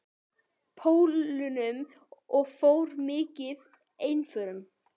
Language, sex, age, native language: Icelandic, female, 18-19, Icelandic